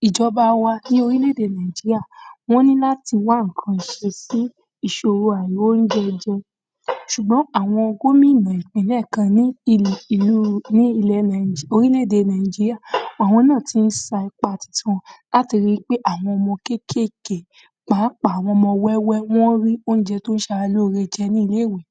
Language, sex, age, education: Yoruba, female, 46-60, secondary